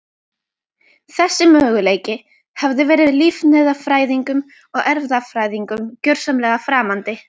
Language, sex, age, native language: Icelandic, female, 12, Icelandic